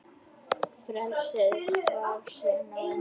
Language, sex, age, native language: Icelandic, female, 10, Icelandic